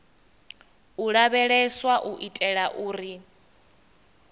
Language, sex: Venda, female